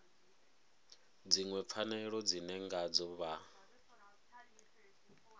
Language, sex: Venda, male